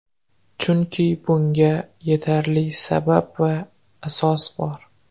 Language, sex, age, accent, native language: Uzbek, male, 25-34, Qoraqalpog'iston, Uzbek